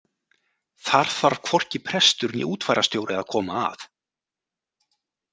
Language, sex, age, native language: Icelandic, male, 40-49, Icelandic